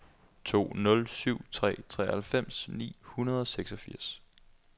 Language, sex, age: Danish, male, 21